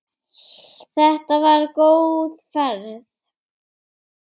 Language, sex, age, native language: Icelandic, female, 8, Icelandic